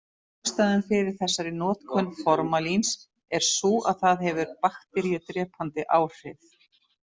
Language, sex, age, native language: Icelandic, female, 50-59, Icelandic